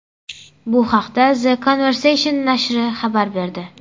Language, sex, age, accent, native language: Uzbek, female, under 19, Surxondaryo, Uzbek